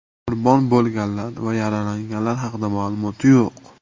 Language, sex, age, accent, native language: Uzbek, male, 19-29, Namangan, Uzbek